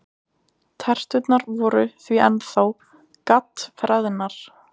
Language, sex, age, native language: Icelandic, female, 20-29, Icelandic